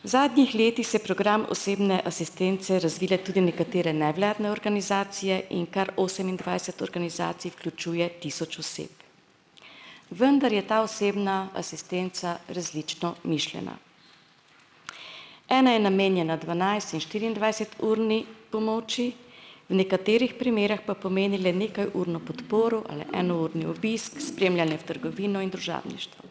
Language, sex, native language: Slovenian, female, Slovenian